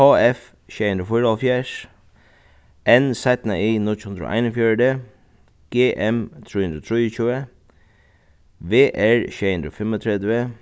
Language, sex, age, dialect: Faroese, male, 36-60, Suðuroy